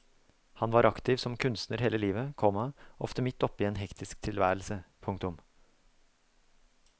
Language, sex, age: Norwegian, male, 24